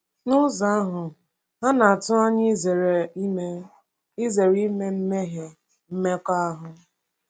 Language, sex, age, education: Igbo, female, 15-29, tertiary